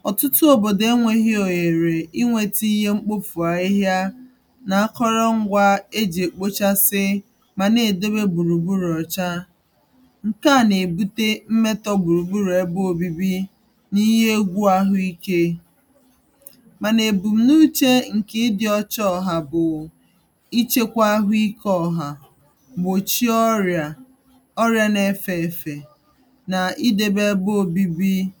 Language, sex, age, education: Igbo, female, 30-45, tertiary